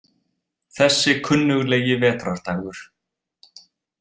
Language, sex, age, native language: Icelandic, male, 20-29, Icelandic